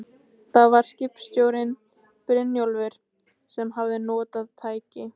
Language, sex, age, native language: Icelandic, female, 15, Icelandic